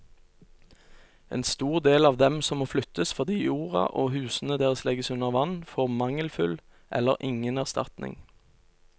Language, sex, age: Norwegian, male, 29